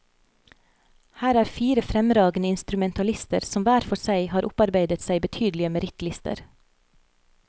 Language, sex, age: Norwegian, female, 30